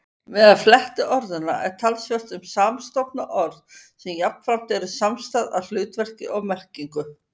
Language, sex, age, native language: Icelandic, female, 50-59, Icelandic